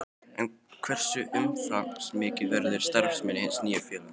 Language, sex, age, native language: Icelandic, male, 12, Icelandic